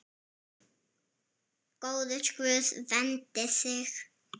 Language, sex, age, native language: Icelandic, female, 7, Icelandic